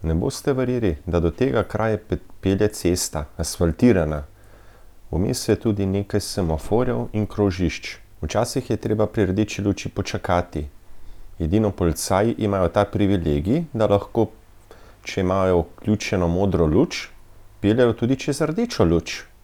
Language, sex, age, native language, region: Slovenian, male, 30-49, Slovenian, Central Slovenia